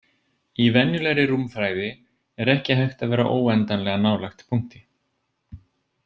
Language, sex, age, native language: Icelandic, male, 20-29, Icelandic